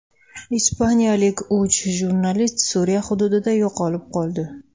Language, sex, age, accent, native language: Uzbek, female, 19-29, Toshkent shahri, Uzbek